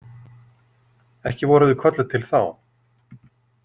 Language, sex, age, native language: Icelandic, male, 40-49, Icelandic